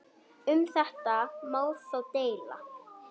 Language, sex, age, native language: Icelandic, female, 8, Icelandic